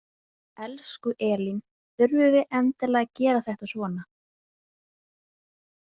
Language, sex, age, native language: Icelandic, female, 20-29, Icelandic